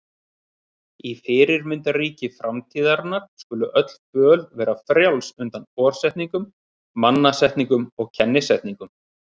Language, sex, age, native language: Icelandic, male, 30-39, Icelandic